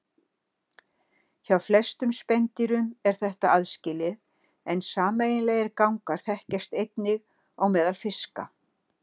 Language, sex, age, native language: Icelandic, female, 60-69, Icelandic